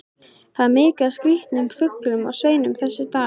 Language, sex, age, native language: Icelandic, female, 13, Icelandic